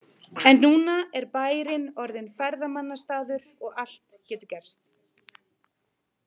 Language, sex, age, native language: Icelandic, female, 30-39, Icelandic